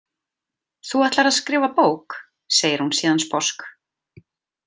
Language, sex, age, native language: Icelandic, female, 30-39, Icelandic